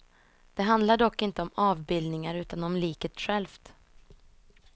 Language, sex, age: Swedish, female, 26